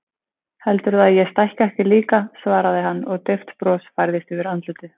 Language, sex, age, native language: Icelandic, female, 20-29, Icelandic